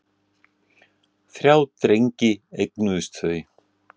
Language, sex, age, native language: Icelandic, male, 60-69, Icelandic